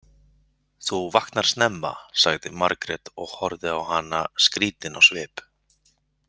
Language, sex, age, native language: Icelandic, male, 40-49, Icelandic